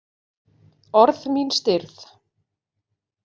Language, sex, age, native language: Icelandic, female, 40-49, Icelandic